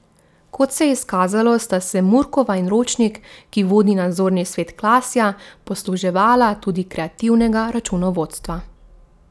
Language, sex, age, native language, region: Slovenian, female, 18-29, Slovenian, Drava region